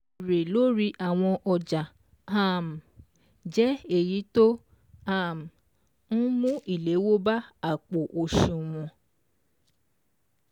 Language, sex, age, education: Yoruba, female, 15-29, secondary